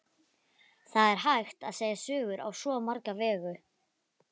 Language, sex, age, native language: Icelandic, female, 11, Icelandic